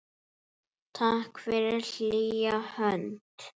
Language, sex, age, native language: Icelandic, female, 7, Icelandic